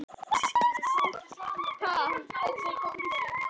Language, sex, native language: Icelandic, other, Icelandic